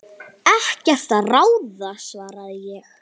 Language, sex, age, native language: Icelandic, female, 9, Icelandic